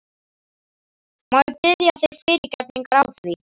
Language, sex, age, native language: Icelandic, male, 11, Icelandic